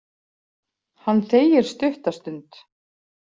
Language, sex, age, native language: Icelandic, female, 40-49, Icelandic